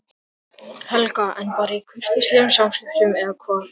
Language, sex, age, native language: Icelandic, male, 13, Icelandic